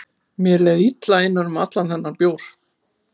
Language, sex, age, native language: Icelandic, male, 12, Icelandic